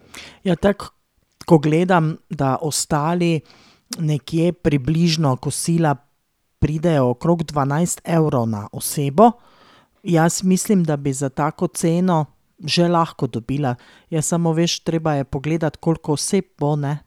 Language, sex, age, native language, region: Slovenian, female, 30-49, Slovenian, Drava region